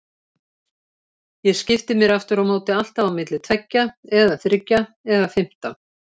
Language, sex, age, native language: Icelandic, female, 70-79, Icelandic